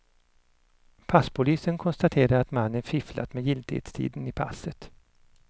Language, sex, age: Swedish, male, 59